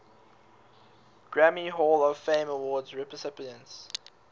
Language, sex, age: English, male, 19